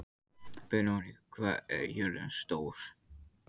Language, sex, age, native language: Icelandic, male, 15, Icelandic